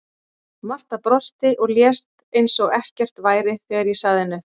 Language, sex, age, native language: Icelandic, female, 40-49, Icelandic